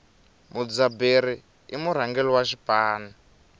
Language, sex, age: Tsonga, male, 23